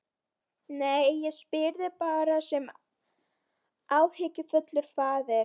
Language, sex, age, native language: Icelandic, female, 12, Icelandic